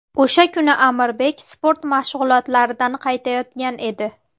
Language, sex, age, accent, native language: Uzbek, female, 18-24, Farg'ona, Uzbek